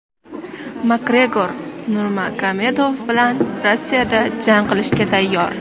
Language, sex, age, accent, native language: Uzbek, female, under 19, Toshkent viloyati, Uzbek